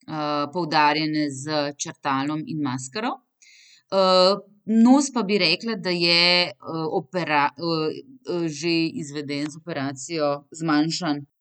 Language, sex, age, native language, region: Slovenian, female, 30-49, Slovenian, Central Slovenia